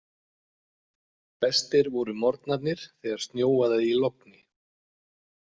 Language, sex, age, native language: Icelandic, male, 40-49, Icelandic